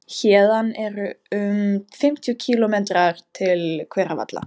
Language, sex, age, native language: Icelandic, female, 15, Icelandic